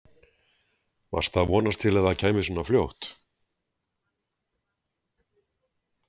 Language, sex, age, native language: Icelandic, male, 60-69, Icelandic